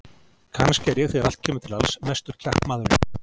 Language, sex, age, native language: Icelandic, male, 40-49, Icelandic